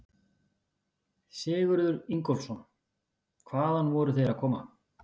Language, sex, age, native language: Icelandic, male, 50-59, Icelandic